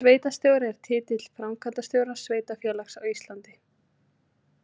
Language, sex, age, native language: Icelandic, female, 30-39, Icelandic